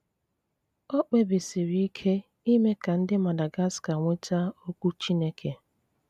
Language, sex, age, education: Igbo, female, 30-45, tertiary